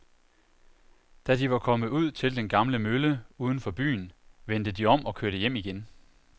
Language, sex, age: Danish, male, 41